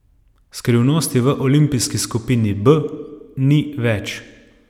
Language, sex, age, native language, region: Slovenian, male, 30-49, Slovenian, Savinja region